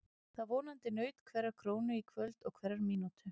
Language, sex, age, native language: Icelandic, female, 30-39, Icelandic